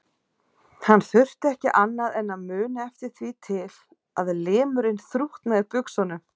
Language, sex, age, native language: Icelandic, female, 40-49, Icelandic